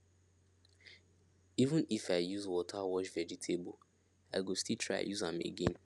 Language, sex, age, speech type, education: Nigerian Pidgin, male, 15-29, spontaneous, secondary